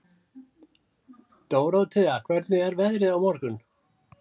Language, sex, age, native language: Icelandic, male, 70-79, Icelandic